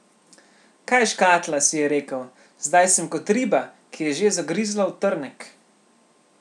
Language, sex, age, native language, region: Slovenian, male, 18-29, Slovenian, Central Slovenia